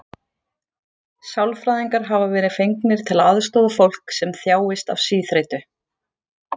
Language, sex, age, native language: Icelandic, female, 40-49, Icelandic